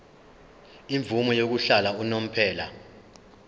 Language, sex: Zulu, male